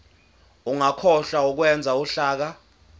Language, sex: Zulu, male